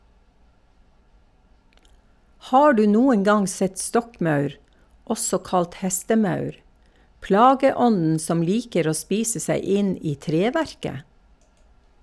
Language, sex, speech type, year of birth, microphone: Norwegian, female, read, 1952, Shure